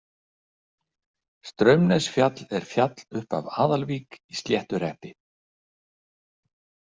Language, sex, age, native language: Icelandic, male, 60-69, Icelandic